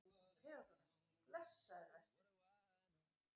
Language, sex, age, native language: Icelandic, female, 40-49, Icelandic